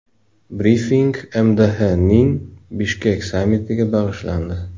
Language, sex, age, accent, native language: Uzbek, male, 18-24, Namangan, Uzbek